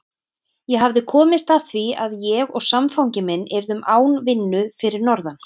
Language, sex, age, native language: Icelandic, female, 30-39, Icelandic